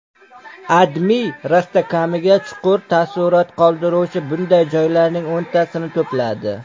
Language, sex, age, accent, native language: Uzbek, male, under 19, Qashqadaryo, Uzbek